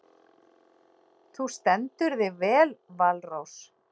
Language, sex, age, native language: Icelandic, female, 40-49, Icelandic